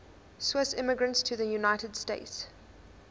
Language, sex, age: English, female, 20